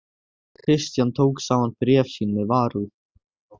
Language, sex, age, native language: Icelandic, male, 16, Icelandic